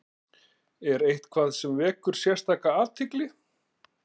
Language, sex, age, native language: Icelandic, male, 40-49, Icelandic